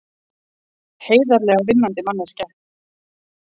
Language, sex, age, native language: Icelandic, female, 40-49, Icelandic